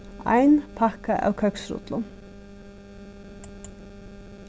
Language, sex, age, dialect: Faroese, female, 36-60, Suðurstreymoy